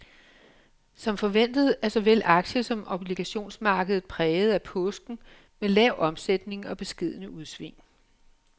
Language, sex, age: Danish, female, 56